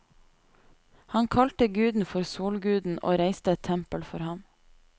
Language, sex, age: Norwegian, female, 28